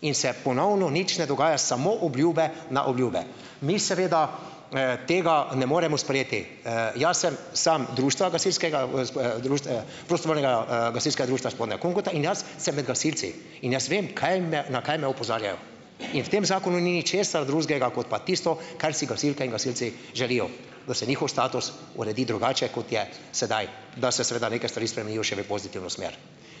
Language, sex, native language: Slovenian, male, Slovenian